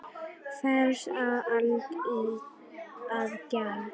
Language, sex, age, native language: Icelandic, female, 9, Icelandic